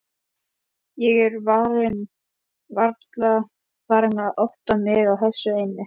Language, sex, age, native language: Icelandic, male, 11, Icelandic